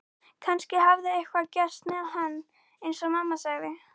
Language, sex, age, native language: Icelandic, female, 14, Icelandic